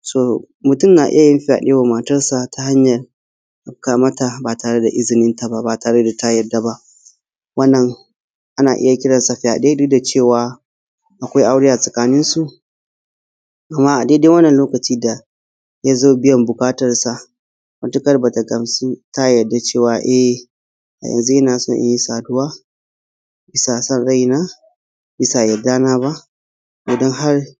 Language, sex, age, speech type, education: Hausa, male, 15-29, spontaneous, tertiary